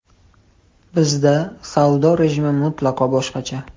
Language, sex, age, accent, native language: Uzbek, male, 18-24, Toshkent shahri, Uzbek